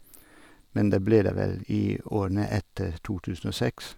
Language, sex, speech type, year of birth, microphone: Norwegian, male, spontaneous, 1962, Sennheiser